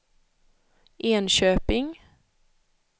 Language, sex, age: Swedish, female, 31